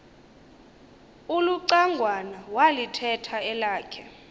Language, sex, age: Xhosa, female, 22